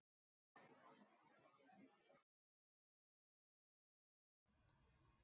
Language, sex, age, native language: Icelandic, female, 40-49, Icelandic